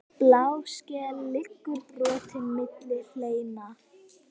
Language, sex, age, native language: Icelandic, female, 10, Icelandic